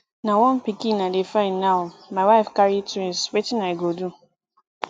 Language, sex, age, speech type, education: Nigerian Pidgin, female, 15-29, spontaneous, tertiary